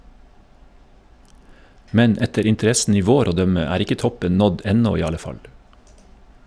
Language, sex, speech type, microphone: Norwegian, male, read, Shure